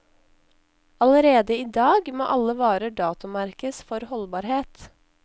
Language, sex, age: Norwegian, female, 19